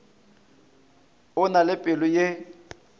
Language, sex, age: Northern Sotho, male, 22